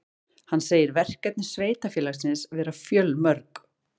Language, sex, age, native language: Icelandic, female, 40-49, Icelandic